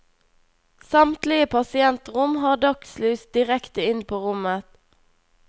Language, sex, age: Norwegian, female, 21